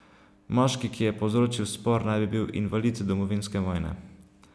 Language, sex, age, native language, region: Slovenian, male, 18-29, Slovenian, Savinja region